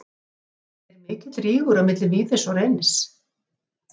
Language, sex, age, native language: Icelandic, female, 50-59, Icelandic